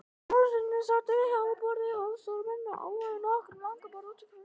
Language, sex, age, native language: Icelandic, male, 18-19, Icelandic